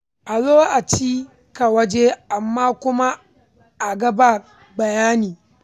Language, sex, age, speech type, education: Hausa, female, 15-29, read, primary